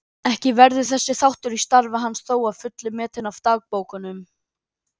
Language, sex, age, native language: Icelandic, female, 30-39, Icelandic